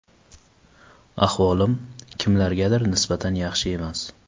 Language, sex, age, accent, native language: Uzbek, male, 19-29, Qashqadaryo, Uzbek